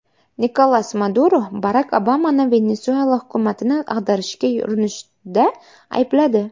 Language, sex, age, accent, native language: Uzbek, female, 18-24, Namangan, Uzbek